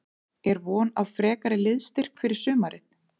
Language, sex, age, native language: Icelandic, female, 30-39, Icelandic